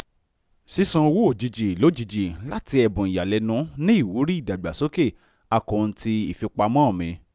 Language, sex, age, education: Yoruba, male, 15-29, tertiary